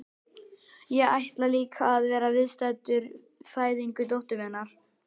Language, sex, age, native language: Icelandic, male, 11, Icelandic